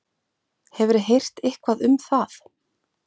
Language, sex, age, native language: Icelandic, female, 40-49, Icelandic